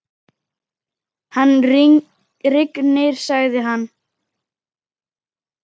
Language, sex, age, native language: Icelandic, male, 10, Icelandic